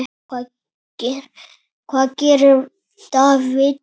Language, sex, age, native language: Icelandic, male, 7, Icelandic